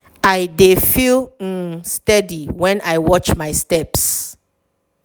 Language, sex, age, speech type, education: Nigerian Pidgin, female, 30-45, spontaneous, tertiary